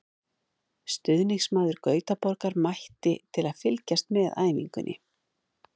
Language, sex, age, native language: Icelandic, female, 50-59, Icelandic